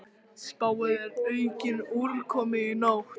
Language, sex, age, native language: Icelandic, male, 18-19, Icelandic